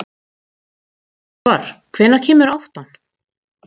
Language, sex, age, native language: Icelandic, female, 40-49, Icelandic